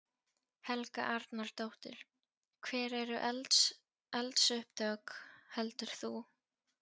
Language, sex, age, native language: Icelandic, female, 14, Polish